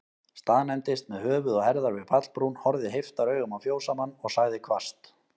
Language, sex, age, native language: Icelandic, male, 20-29, Icelandic